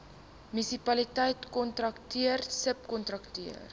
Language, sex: Afrikaans, female